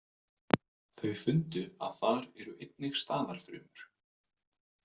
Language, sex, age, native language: Icelandic, male, 20-29, Icelandic